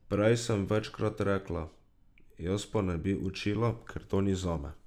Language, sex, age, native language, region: Slovenian, male, 18-29, Slovenian, Drava region